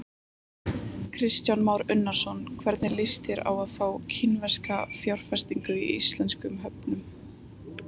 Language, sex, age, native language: Icelandic, female, 18-19, Icelandic